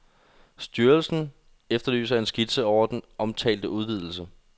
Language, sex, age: Danish, male, 21